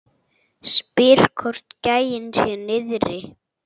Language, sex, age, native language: Icelandic, male, 8, Icelandic